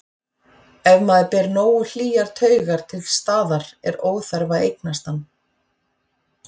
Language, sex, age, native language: Icelandic, female, 40-49, Icelandic